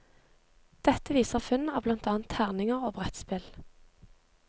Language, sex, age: Norwegian, female, 23